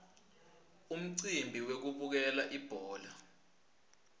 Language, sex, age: Swati, male, 20